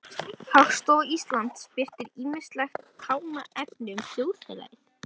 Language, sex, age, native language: Icelandic, male, 18-19, Icelandic